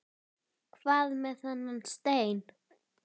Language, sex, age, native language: Icelandic, female, 10, Icelandic